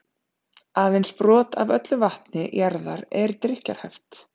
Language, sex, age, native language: Icelandic, female, 30-39, Icelandic